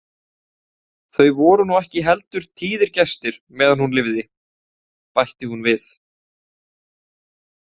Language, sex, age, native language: Icelandic, male, 18-19, Icelandic